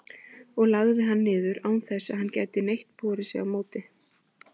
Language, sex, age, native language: Icelandic, female, 20-29, Icelandic